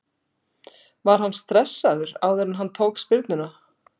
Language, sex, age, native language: Icelandic, female, 60-69, Icelandic